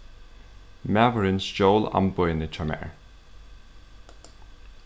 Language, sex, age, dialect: Faroese, male, 15-35, Suðurstreymoy